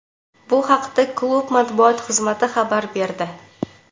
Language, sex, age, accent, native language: Uzbek, female, 18-24, Toshkent viloyati, Uzbek